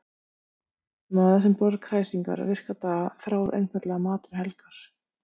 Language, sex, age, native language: Icelandic, female, 50-59, Icelandic